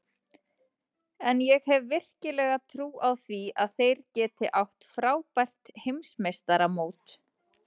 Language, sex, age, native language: Icelandic, female, 30-39, Icelandic